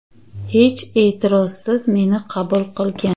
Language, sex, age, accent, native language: Uzbek, female, 30-39, Navoiy, Uzbek